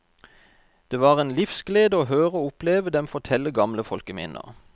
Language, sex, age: Norwegian, male, 32